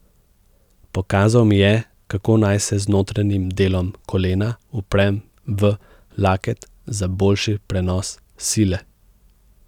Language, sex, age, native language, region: Slovenian, male, 18-29, Slovenian, Central Slovenia